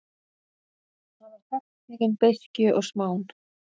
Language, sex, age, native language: Icelandic, female, 30-39, Icelandic